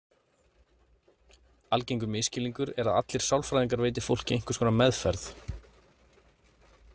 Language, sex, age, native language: Icelandic, male, 30-39, Icelandic